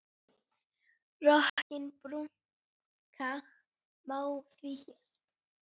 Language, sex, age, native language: Icelandic, female, 9, Icelandic